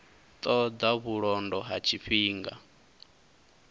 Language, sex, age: Venda, male, 22